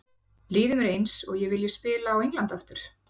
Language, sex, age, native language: Icelandic, female, 40-49, Icelandic